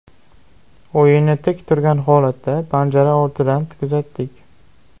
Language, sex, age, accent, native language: Uzbek, male, 12-17, Jizzax, Uzbek